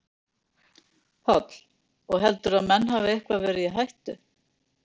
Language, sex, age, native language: Icelandic, female, 60-69, Icelandic